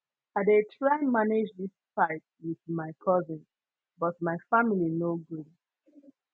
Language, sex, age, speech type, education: Nigerian Pidgin, female, 15-29, spontaneous, secondary